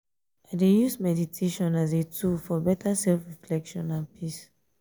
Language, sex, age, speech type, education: Nigerian Pidgin, female, 15-29, spontaneous, tertiary